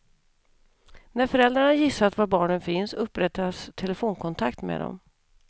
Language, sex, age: Swedish, female, 32